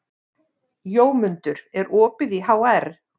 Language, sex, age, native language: Icelandic, female, 50-59, Icelandic